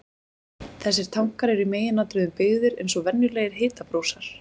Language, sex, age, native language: Icelandic, female, 20-29, Icelandic